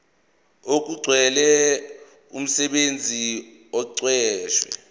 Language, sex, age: Zulu, male, 24